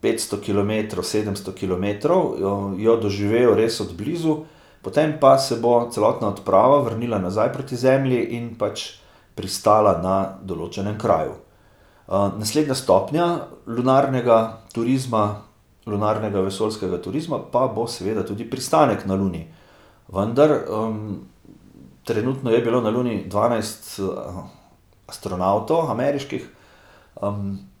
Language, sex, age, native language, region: Slovenian, male, 50-59, Slovenian, Gorica region